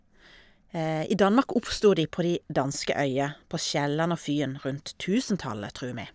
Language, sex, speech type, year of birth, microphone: Norwegian, female, spontaneous, 1972, Shure